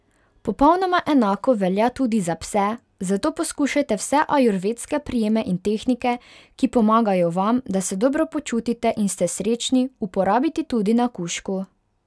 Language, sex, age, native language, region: Slovenian, female, 18-29, Hungarian, Pomurje region